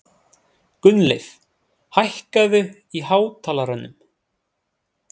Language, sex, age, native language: Icelandic, male, 30-39, Icelandic